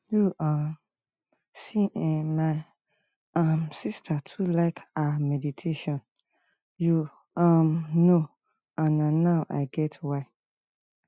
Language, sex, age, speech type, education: Nigerian Pidgin, female, 30-45, spontaneous, tertiary